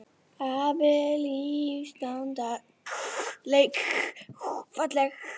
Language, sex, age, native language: Icelandic, female, 11, Icelandic